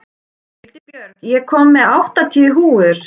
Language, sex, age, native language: Icelandic, male, 11, Icelandic